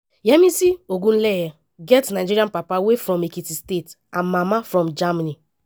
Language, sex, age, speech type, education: Nigerian Pidgin, female, 15-29, spontaneous, tertiary